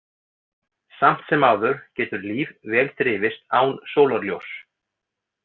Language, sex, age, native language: Icelandic, male, 40-49, Icelandic